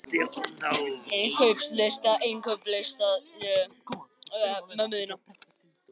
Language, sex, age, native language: Icelandic, male, 13, Icelandic